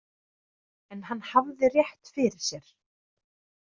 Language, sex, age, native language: Icelandic, female, 30-39, Icelandic